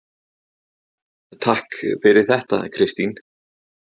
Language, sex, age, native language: Icelandic, male, 30-39, Icelandic